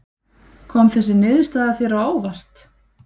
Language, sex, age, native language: Icelandic, female, 30-39, Icelandic